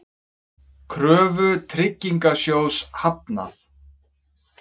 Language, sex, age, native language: Icelandic, male, 30-39, Icelandic